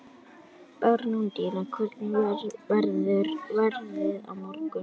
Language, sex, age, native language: Icelandic, male, 18-19, Icelandic